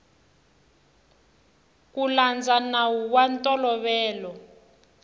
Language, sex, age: Tsonga, female, 21